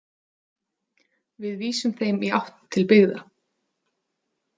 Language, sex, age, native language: Icelandic, female, 30-39, Icelandic